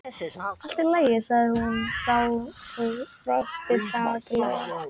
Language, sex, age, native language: Icelandic, male, 18-19, Icelandic